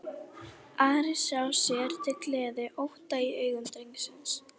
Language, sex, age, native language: Icelandic, female, 11, Icelandic